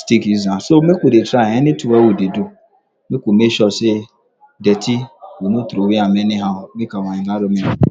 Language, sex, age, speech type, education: Nigerian Pidgin, male, 46-60, spontaneous, tertiary